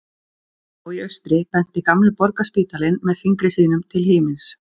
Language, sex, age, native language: Icelandic, female, 40-49, Icelandic